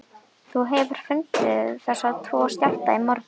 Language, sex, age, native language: Icelandic, female, 11, Icelandic